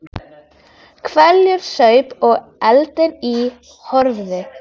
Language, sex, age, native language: Icelandic, female, 13, Icelandic